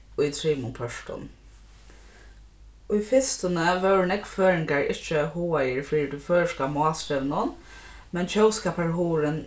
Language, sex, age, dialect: Faroese, female, 15-35, Norðurstreymoy/Eysturoy